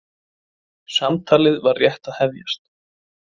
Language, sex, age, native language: Icelandic, male, 20-29, Icelandic